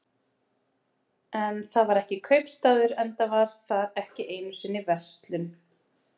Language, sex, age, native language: Icelandic, female, 30-39, Icelandic